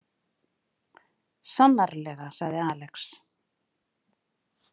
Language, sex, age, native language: Icelandic, female, 50-59, Icelandic